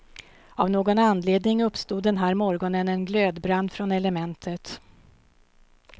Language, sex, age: Swedish, female, 52